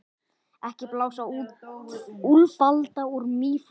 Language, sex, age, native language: Icelandic, male, 10, Icelandic